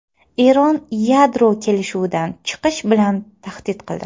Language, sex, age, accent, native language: Uzbek, female, 25-34, Toshkent shahri, Uzbek